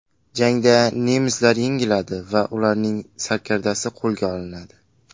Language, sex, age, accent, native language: Uzbek, male, under 19, Qashqadaryo, Uzbek